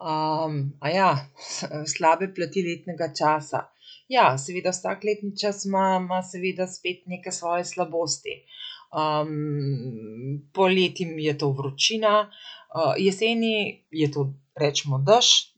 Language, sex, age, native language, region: Slovenian, female, 50-59, Slovenian, Central Slovenia